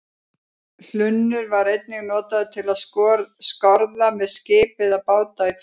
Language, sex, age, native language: Icelandic, female, 50-59, Icelandic